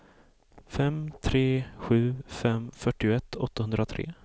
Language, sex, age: Swedish, male, 18